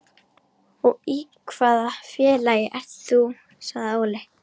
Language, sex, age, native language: Icelandic, female, 12, Icelandic